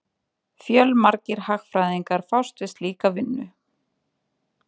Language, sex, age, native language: Icelandic, female, 20-29, Icelandic